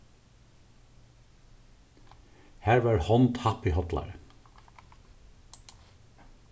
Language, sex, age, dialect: Faroese, male, 36-60, Suðurstreymoy